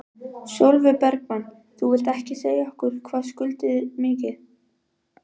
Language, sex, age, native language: Icelandic, female, 12, Icelandic